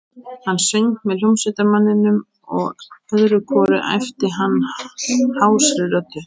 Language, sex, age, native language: Icelandic, female, 18-19, Icelandic